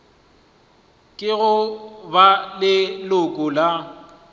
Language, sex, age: Northern Sotho, male, 23